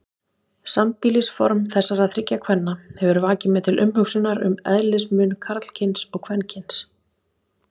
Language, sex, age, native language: Icelandic, female, 30-39, Icelandic